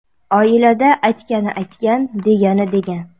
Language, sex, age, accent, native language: Uzbek, female, 19-29, Surxondaryo, Uzbek